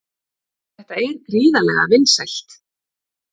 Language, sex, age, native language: Icelandic, female, 50-59, Icelandic